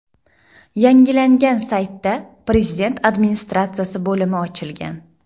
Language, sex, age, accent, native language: Uzbek, female, 18-24, Jizzax, Uzbek